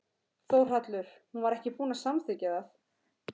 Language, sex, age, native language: Icelandic, female, 13, Icelandic